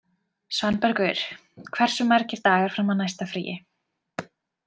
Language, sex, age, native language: Icelandic, female, 20-29, Icelandic